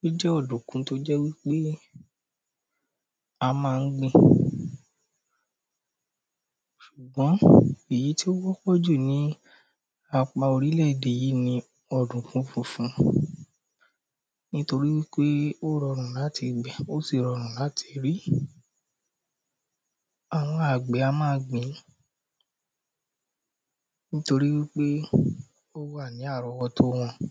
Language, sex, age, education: Yoruba, male, 30-45, primary